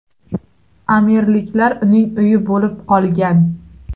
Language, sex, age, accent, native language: Uzbek, female, 18-24, Toshkent shahri, Uzbek